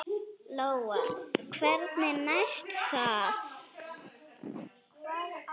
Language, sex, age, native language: Icelandic, female, 8, Icelandic